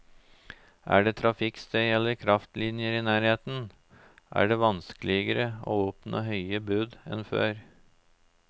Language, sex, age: Norwegian, male, 34